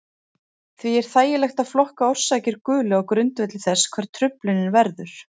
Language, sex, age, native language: Icelandic, female, 40-49, Icelandic